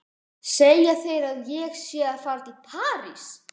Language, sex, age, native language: Icelandic, female, 12, Icelandic